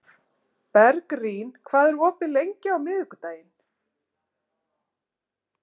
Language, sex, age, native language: Icelandic, female, 40-49, Icelandic